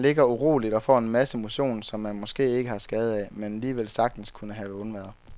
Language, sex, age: Danish, male, 23